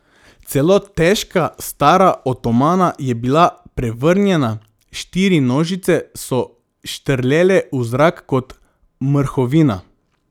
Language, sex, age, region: Slovenian, male, 18-29, Drava region